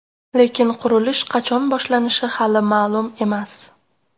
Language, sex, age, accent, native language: Uzbek, female, 18-24, Namangan, Uzbek